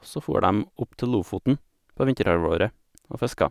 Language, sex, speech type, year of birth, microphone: Norwegian, male, spontaneous, 1987, Sennheiser